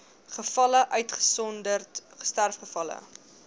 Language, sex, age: Afrikaans, female, 21